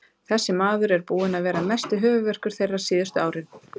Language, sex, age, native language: Icelandic, female, 30-39, Icelandic